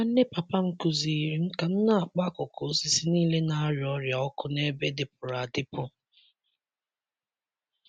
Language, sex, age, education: Igbo, male, 15-29, secondary